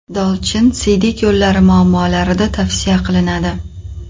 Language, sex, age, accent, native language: Uzbek, female, 25-34, Qoraqalpog'iston, Uzbek